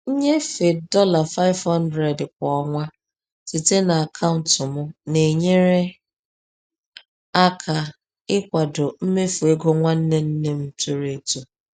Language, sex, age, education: Igbo, female, 30-45, tertiary